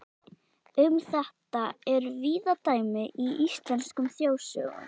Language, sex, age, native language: Icelandic, female, 11, Icelandic